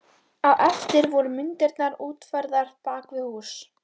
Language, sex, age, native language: Icelandic, female, 12, Icelandic